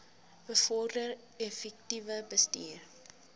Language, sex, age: Afrikaans, female, 19